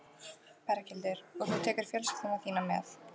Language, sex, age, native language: Icelandic, female, 14, Icelandic